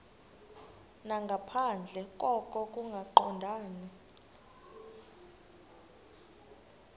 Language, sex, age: Xhosa, female, 23